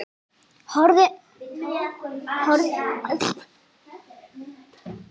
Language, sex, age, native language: Icelandic, female, 8, Icelandic